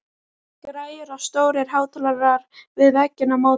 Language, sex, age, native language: Icelandic, female, 12, Icelandic